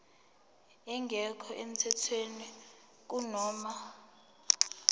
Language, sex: Zulu, female